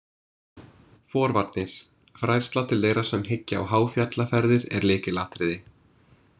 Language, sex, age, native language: Icelandic, male, 20-29, English